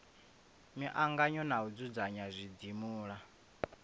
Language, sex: Venda, male